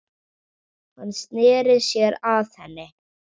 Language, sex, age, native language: Icelandic, male, 7, Icelandic